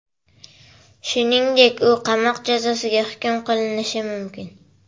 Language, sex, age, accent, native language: Uzbek, female, 12-17, Farg'ona, Uzbek